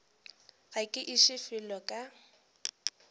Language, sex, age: Northern Sotho, female, 18